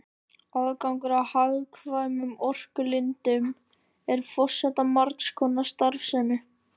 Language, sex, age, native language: Icelandic, male, 13, Icelandic